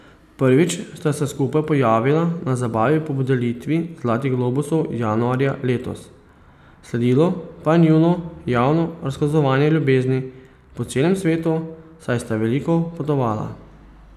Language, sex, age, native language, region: Slovenian, male, 30-49, Slovenian, Posavska region